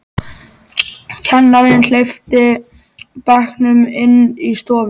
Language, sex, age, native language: Icelandic, male, 13, Icelandic